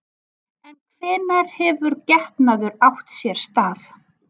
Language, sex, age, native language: Icelandic, female, 40-49, Icelandic